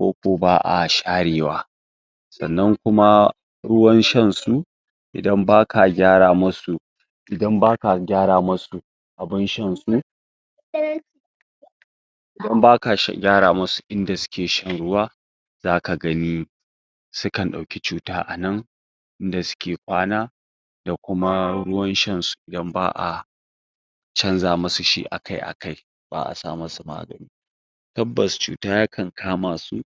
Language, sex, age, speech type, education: Hausa, female, 60+, spontaneous, secondary